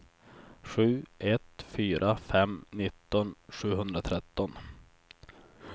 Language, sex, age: Swedish, male, 24